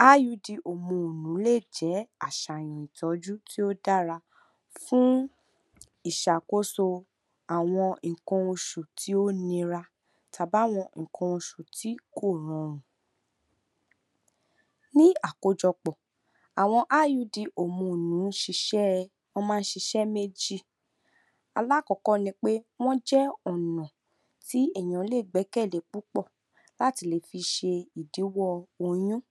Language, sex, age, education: Yoruba, female, 46-60, tertiary